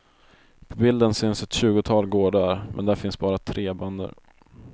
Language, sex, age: Swedish, male, 22